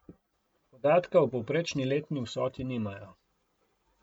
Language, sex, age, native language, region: Slovenian, male, 50-59, Slovenian, Coastal Karst region